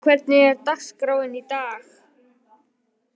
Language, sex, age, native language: Icelandic, male, 18-19, Icelandic